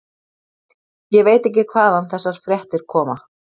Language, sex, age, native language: Icelandic, female, 30-39, Icelandic